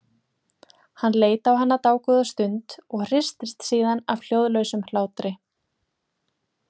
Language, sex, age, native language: Icelandic, female, 20-29, Icelandic